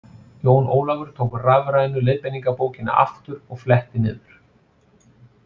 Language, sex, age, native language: Icelandic, male, 40-49, Icelandic